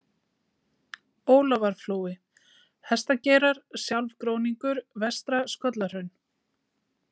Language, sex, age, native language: Icelandic, female, 40-49, Icelandic